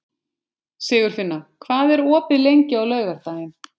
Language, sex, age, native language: Icelandic, female, 20-29, Icelandic